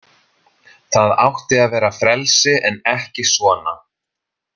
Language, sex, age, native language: Icelandic, male, 30-39, Icelandic